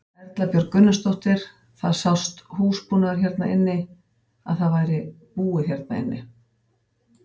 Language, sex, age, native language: Icelandic, female, 50-59, Icelandic